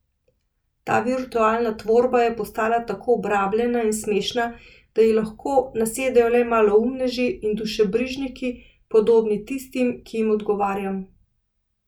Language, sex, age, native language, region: Slovenian, female, 30-49, Slovenian, Central Slovenia